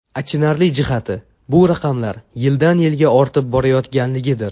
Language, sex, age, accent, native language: Uzbek, male, under 19, Jizzax, Uzbek